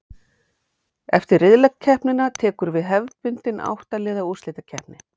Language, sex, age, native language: Icelandic, female, 40-49, Icelandic